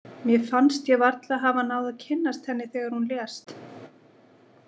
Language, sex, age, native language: Icelandic, female, 40-49, Icelandic